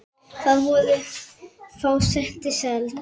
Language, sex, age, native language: Icelandic, female, 9, Icelandic